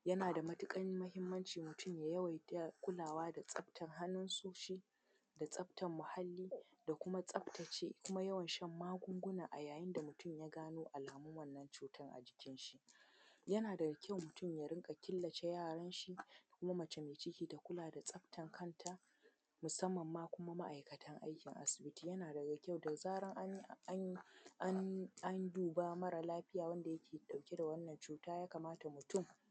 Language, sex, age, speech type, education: Hausa, female, 15-29, spontaneous, secondary